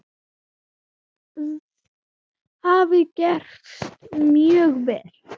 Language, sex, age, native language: Icelandic, female, 7, Icelandic